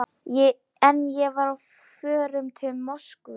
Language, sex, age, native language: Icelandic, female, 11, Polish